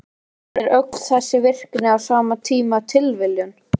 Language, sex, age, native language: Icelandic, male, 13, Icelandic